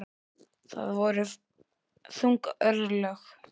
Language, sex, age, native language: Icelandic, male, 10, Icelandic